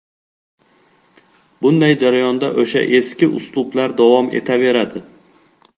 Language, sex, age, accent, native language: Uzbek, male, 18-24, Xorazm, Uzbek